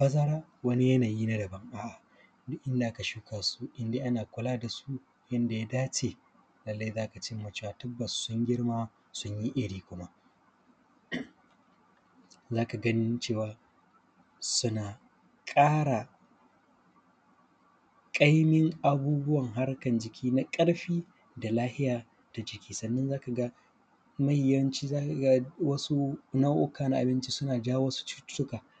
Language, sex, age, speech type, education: Hausa, male, 15-29, spontaneous, primary